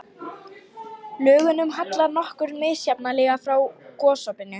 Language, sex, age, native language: Icelandic, female, 18-19, Lithuanian